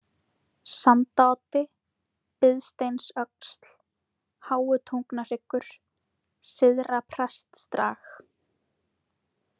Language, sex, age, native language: Icelandic, female, 20-29, Icelandic